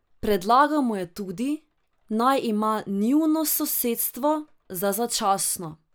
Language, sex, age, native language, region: Slovenian, female, 18-29, Slovenian, Drava region